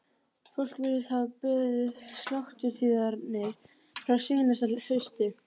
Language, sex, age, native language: Icelandic, female, 12, Icelandic